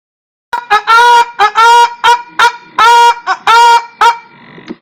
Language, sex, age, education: Igbo, female, 15-29, tertiary